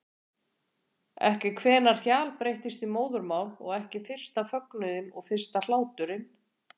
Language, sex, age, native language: Icelandic, female, 40-49, Icelandic